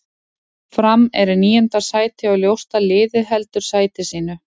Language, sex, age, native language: Icelandic, female, 40-49, Icelandic